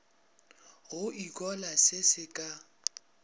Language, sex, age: Northern Sotho, male, 22